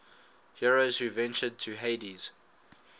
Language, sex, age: English, male, 19